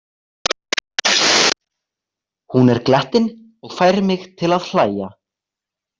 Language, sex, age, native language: Icelandic, male, 18-19, Icelandic